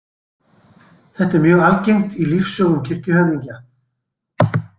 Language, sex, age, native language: Icelandic, male, 60-69, Icelandic